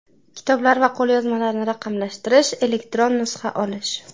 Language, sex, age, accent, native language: Uzbek, male, 25-34, Jizzax, Uzbek